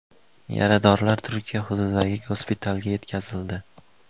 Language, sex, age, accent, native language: Uzbek, male, under 19, Andijon, Uzbek